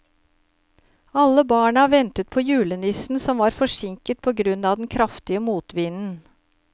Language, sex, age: Norwegian, female, 53